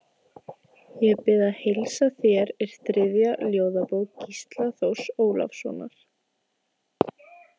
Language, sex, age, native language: Icelandic, female, 20-29, Icelandic